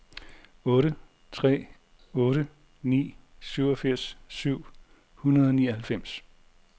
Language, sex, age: Danish, male, 40